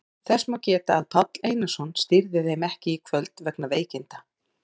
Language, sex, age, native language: Icelandic, female, 40-49, Icelandic